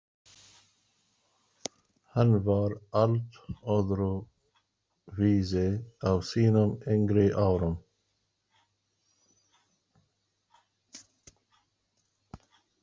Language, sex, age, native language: Icelandic, male, 40-49, Arabic